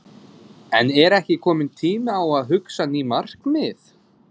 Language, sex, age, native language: Icelandic, male, 20-29, English